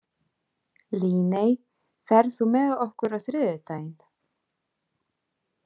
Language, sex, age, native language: Icelandic, female, 30-39, Icelandic